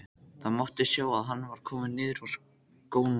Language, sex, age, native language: Icelandic, male, 14, Icelandic